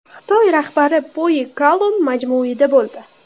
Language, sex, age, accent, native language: Uzbek, female, under 19, Toshkent shahri, Uzbek